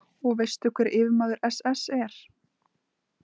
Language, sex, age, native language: Icelandic, female, 20-29, Icelandic